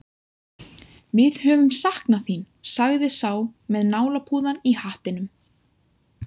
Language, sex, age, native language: Icelandic, female, 20-29, Icelandic